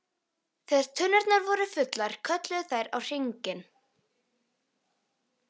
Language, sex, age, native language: Icelandic, female, 13, Icelandic